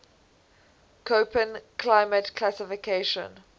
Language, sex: English, female